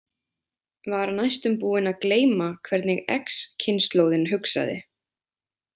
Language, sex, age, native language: Icelandic, female, 20-29, Icelandic